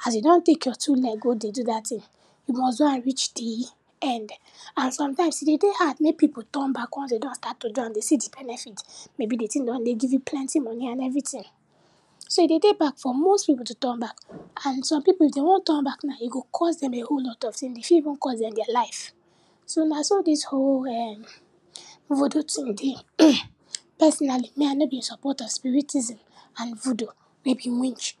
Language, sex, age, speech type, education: Nigerian Pidgin, female, 15-29, spontaneous, tertiary